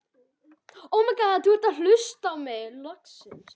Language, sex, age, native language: Icelandic, male, 21, Icelandic